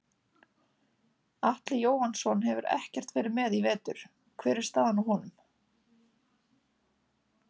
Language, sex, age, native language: Icelandic, female, 30-39, Icelandic